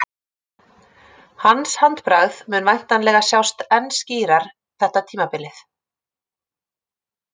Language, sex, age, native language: Icelandic, female, 30-39, Icelandic